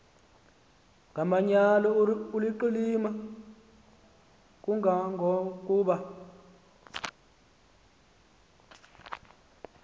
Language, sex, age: Xhosa, male, 19